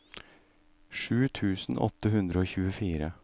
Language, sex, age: Norwegian, male, 38